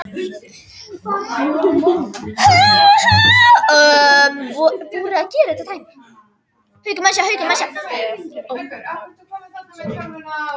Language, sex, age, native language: Icelandic, female, 18-19, Icelandic